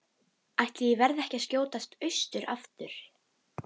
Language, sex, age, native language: Icelandic, female, 12, Icelandic